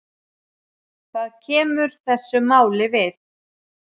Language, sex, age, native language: Icelandic, male, 7, Icelandic